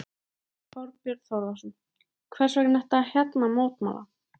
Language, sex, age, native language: Icelandic, female, 13, Icelandic